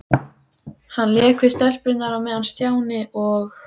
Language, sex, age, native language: Icelandic, female, 14, Icelandic